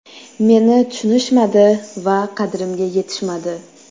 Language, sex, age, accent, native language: Uzbek, female, 19-29, Toshkent shahri, Uzbek